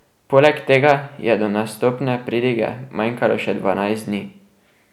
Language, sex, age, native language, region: Slovenian, male, 12-17, Slovenian, Drava region